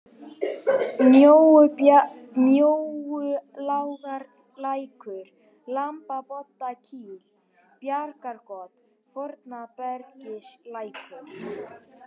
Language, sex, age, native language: Icelandic, male, 18-19, Icelandic